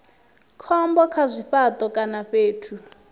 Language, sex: Venda, female